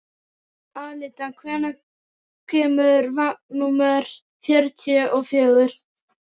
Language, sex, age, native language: Icelandic, male, 12, Icelandic